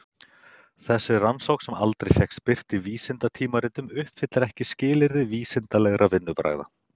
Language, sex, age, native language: Icelandic, male, 30-39, Icelandic